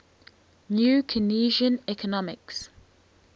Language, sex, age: English, female, 19